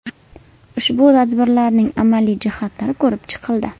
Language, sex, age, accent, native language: Uzbek, female, 18-24, Namangan, Uzbek